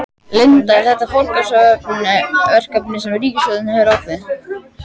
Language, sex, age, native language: Icelandic, male, 12, Icelandic